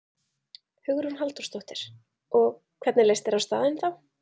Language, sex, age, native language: Icelandic, female, 30-39, Icelandic